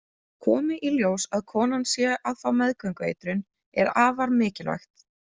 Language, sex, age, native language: Icelandic, female, 20-29, Icelandic